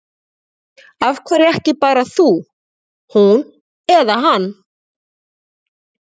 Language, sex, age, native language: Icelandic, female, 40-49, Icelandic